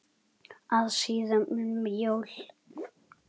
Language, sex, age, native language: Icelandic, male, 10, Icelandic